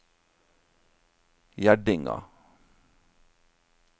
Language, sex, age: Norwegian, male, 47